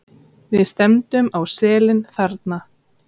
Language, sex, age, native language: Icelandic, female, 30-39, Icelandic